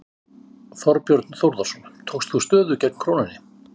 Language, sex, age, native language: Icelandic, male, 50-59, Icelandic